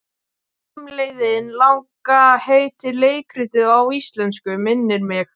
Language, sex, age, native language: Icelandic, male, 12, Icelandic